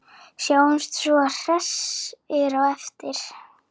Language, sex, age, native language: Icelandic, female, 9, Icelandic